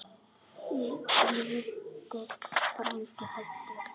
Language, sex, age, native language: Icelandic, female, 9, Icelandic